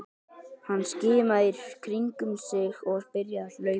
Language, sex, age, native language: Icelandic, male, 12, Icelandic